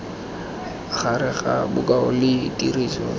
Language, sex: Tswana, male